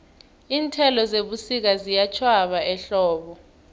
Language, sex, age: South Ndebele, female, 23